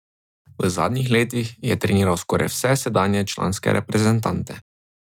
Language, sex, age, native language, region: Slovenian, male, 18-29, Slovenian, Drava region